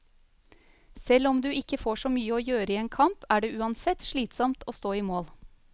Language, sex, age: Norwegian, female, 35